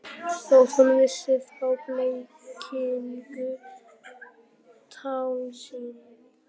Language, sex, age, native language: Icelandic, male, 11, Icelandic